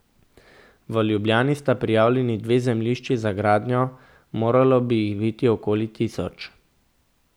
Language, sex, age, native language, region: Slovenian, male, 18-29, Slovenian, Central Slovenia